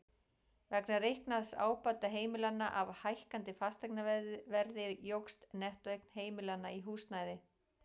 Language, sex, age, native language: Icelandic, female, 40-49, Icelandic